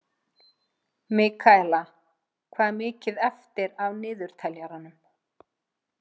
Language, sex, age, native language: Icelandic, female, 50-59, Icelandic